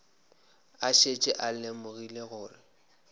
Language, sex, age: Northern Sotho, male, 26